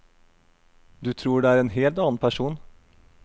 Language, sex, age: Norwegian, male, 32